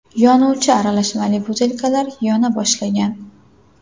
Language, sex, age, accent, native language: Uzbek, female, 18-24, Samarqand, Uzbek